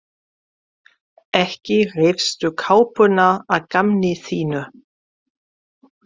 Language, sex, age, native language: Icelandic, female, 40-49, German